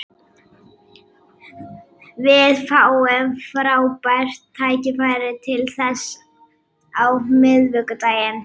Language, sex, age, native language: Icelandic, female, 18-19, Icelandic